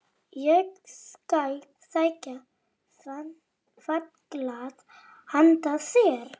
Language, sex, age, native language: Icelandic, male, 30-39, Polish